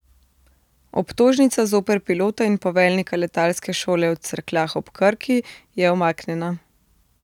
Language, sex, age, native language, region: Slovenian, female, 30-49, Slovenian, Central Slovenia